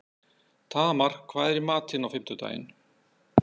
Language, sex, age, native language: Icelandic, male, 60-69, Icelandic